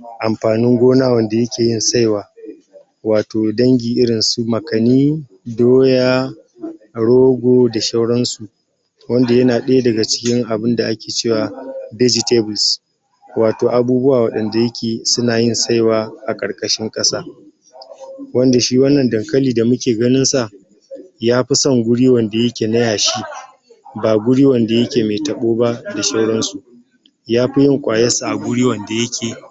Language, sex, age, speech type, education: Hausa, male, 60+, spontaneous, tertiary